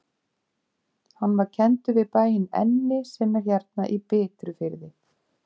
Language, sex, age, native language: Icelandic, female, 50-59, Icelandic